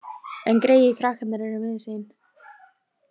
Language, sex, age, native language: Icelandic, female, 20-29, Icelandic